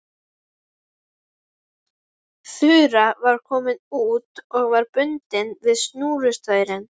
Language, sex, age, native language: Icelandic, female, 11, Icelandic